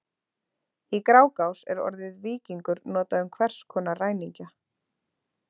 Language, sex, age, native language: Icelandic, female, 30-39, Icelandic